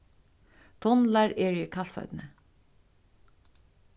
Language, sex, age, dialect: Faroese, female, 36-60, Suðurstreymoy